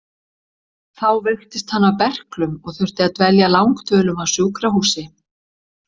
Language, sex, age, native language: Icelandic, female, 60-69, Icelandic